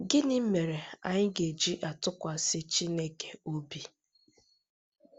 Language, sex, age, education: Igbo, female, 15-29, tertiary